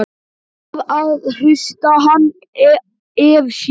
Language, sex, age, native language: Icelandic, male, 11, Icelandic